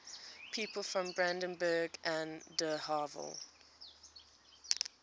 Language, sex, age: English, female, 20